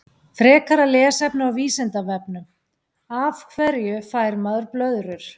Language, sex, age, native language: Icelandic, female, 40-49, Icelandic